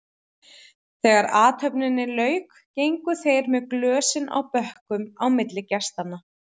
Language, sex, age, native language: Icelandic, female, 30-39, Icelandic